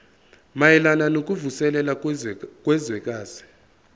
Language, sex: Zulu, male